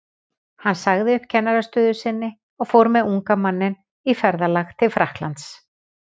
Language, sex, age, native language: Icelandic, female, 40-49, Icelandic